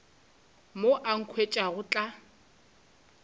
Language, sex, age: Northern Sotho, female, 26